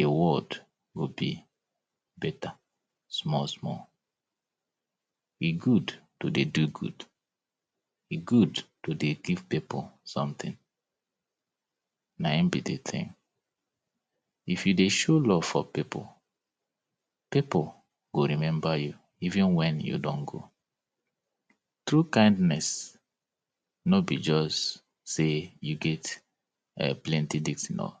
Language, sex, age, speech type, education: Nigerian Pidgin, male, 30-45, spontaneous, tertiary